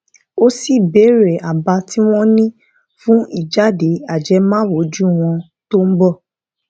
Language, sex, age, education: Yoruba, female, 15-29, tertiary